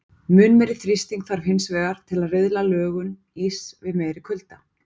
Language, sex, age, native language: Icelandic, female, 40-49, Icelandic